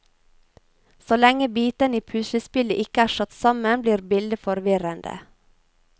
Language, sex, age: Norwegian, female, 28